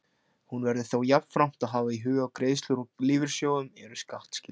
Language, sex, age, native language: Icelandic, male, 16, Icelandic